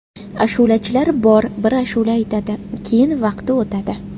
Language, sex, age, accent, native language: Uzbek, female, 19-29, Toshkent shahri, Uzbek